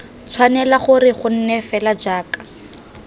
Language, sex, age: Tswana, female, 19